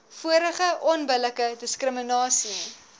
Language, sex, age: Afrikaans, female, 19